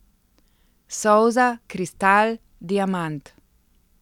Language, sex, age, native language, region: Slovenian, female, 50-59, Slovenian, Central Slovenia